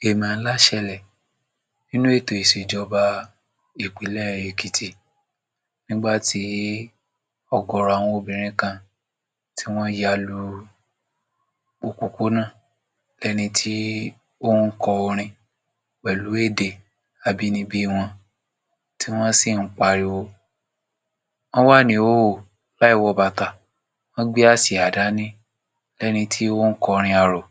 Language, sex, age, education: Yoruba, male, 46-60, tertiary